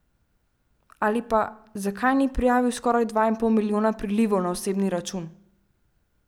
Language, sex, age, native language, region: Slovenian, female, 12-17, Slovenian, Central Slovenia